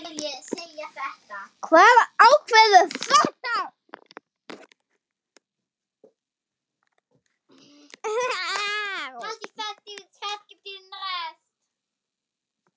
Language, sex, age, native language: Icelandic, male, 6, German